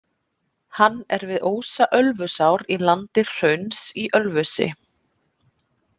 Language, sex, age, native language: Icelandic, female, 30-39, Icelandic